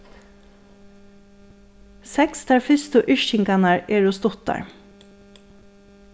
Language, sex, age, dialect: Faroese, female, 36-60, Suðurstreymoy